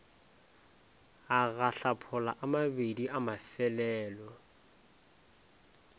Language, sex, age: Northern Sotho, male, 20